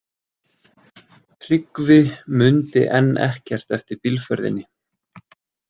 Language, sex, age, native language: Icelandic, male, 20-29, Icelandic